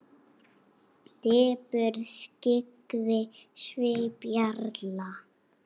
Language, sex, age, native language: Icelandic, female, 8, Icelandic